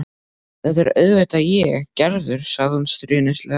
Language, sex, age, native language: Icelandic, male, 12, Icelandic